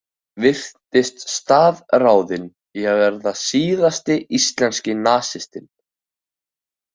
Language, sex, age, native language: Icelandic, male, 18-19, Icelandic